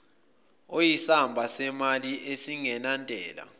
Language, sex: Zulu, male